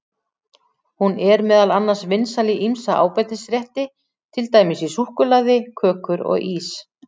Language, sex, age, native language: Icelandic, female, 40-49, Icelandic